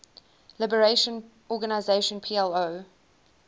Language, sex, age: English, female, 19